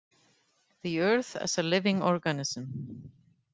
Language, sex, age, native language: Icelandic, female, 50-59, Icelandic